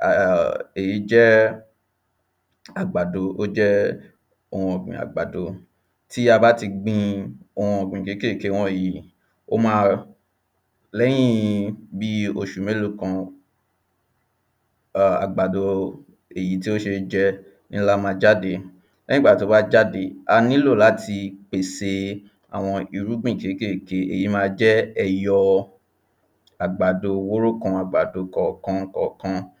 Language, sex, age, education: Yoruba, male, 15-29, tertiary